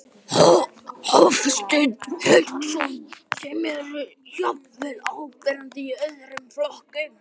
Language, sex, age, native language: Icelandic, male, 12, Icelandic